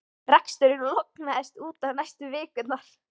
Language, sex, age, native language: Icelandic, female, 13, Icelandic